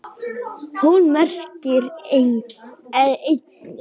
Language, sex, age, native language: Icelandic, male, 10, Icelandic